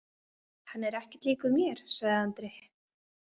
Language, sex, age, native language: Icelandic, female, 20-29, Icelandic